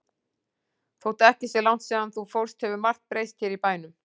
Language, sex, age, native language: Icelandic, female, 40-49, Icelandic